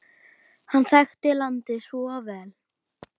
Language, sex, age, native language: Icelandic, female, 10, Icelandic